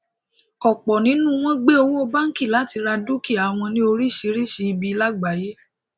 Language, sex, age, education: Yoruba, female, 30-45, tertiary